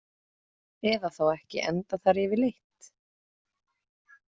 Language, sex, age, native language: Icelandic, female, 30-39, Icelandic